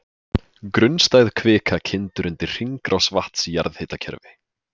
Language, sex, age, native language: Icelandic, male, 20-29, Icelandic